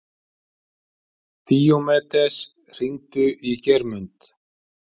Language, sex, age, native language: Icelandic, male, 50-59, Icelandic